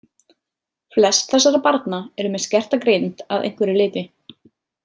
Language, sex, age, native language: Icelandic, female, 30-39, Icelandic